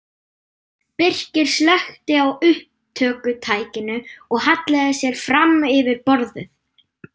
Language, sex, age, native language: Icelandic, female, 9, German